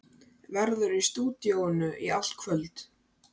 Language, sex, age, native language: Icelandic, male, 13, Icelandic